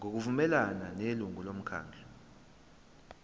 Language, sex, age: Zulu, male, 21